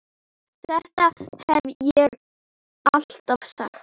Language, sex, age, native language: Icelandic, female, 8, Icelandic